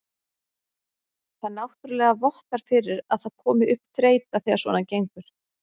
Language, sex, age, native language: Icelandic, female, 30-39, Icelandic